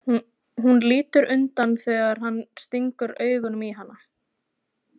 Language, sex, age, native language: Icelandic, female, 20-29, Icelandic